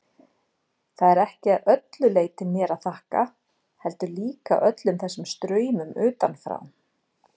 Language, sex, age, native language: Icelandic, female, 40-49, Icelandic